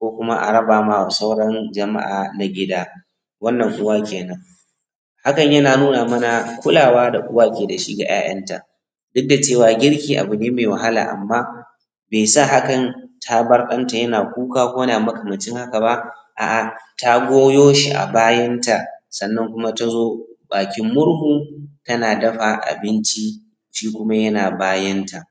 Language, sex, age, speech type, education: Hausa, male, 15-29, spontaneous, tertiary